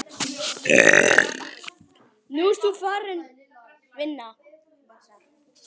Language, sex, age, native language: Icelandic, male, 10, Icelandic